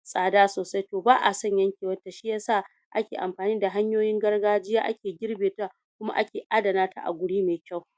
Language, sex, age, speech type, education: Hausa, female, 46-60, spontaneous, tertiary